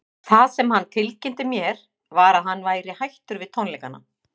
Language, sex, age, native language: Icelandic, female, 50-59, Icelandic